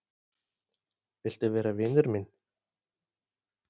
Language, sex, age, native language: Icelandic, male, 40-49, Icelandic